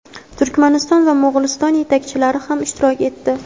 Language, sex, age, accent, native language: Uzbek, female, 18-24, Samarqand, Uzbek